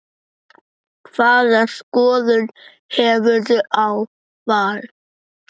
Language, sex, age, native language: Icelandic, male, 9, Icelandic